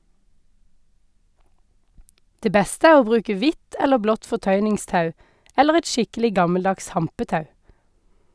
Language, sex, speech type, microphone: Norwegian, female, read, Sennheiser